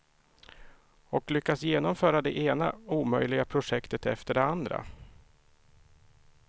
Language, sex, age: Swedish, male, 31